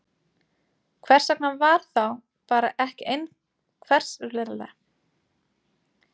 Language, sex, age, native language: Icelandic, female, 30-39, Icelandic